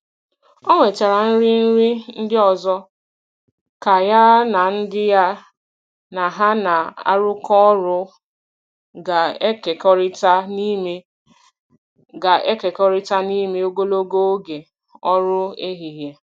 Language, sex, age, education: Igbo, female, 15-29, tertiary